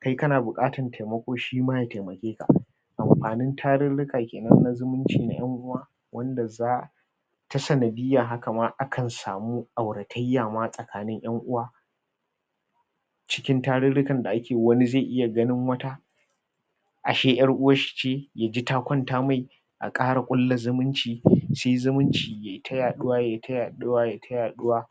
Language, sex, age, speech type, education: Hausa, male, 30-45, spontaneous, tertiary